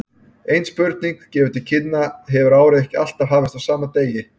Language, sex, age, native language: Icelandic, male, 30-39, Icelandic